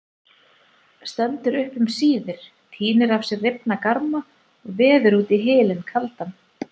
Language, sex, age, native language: Icelandic, female, 40-49, Icelandic